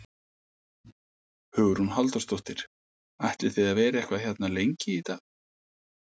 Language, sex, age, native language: Icelandic, male, 50-59, Icelandic